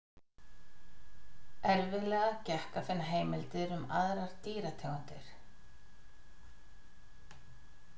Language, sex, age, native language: Icelandic, female, 50-59, Icelandic